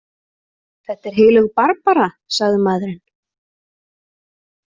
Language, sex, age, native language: Icelandic, female, 30-39, Icelandic